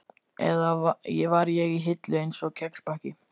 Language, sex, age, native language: Icelandic, male, 14, Icelandic